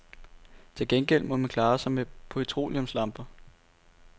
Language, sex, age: Danish, male, 18